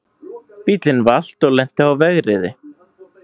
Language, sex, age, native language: Icelandic, male, 18-19, Icelandic